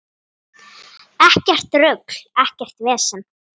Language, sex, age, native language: Icelandic, female, 9, Icelandic